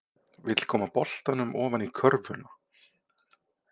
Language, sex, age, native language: Icelandic, male, 40-49, Icelandic